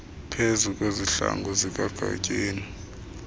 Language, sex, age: Xhosa, male, 33